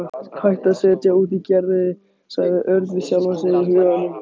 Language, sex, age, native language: Icelandic, male, 18-19, Icelandic